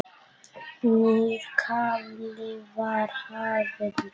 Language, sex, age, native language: Icelandic, female, 8, Icelandic